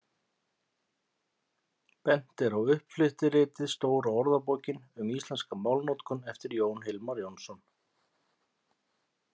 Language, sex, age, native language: Icelandic, male, 50-59, Icelandic